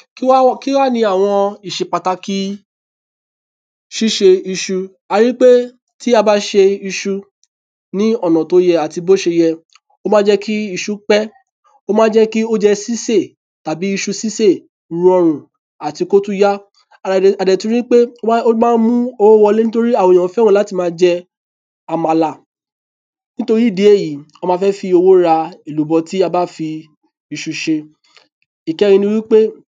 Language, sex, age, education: Yoruba, male, 30-45, tertiary